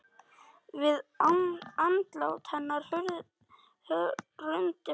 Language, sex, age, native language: Icelandic, male, 9, Icelandic